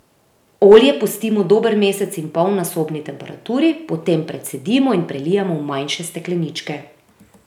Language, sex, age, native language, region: Slovenian, female, 30-49, Slovenian, Drava region